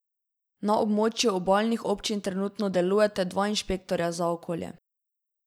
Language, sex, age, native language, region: Slovenian, female, 12-17, Slovenian, Drava region